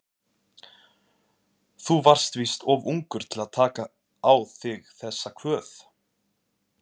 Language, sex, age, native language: Icelandic, male, 20-29, Icelandic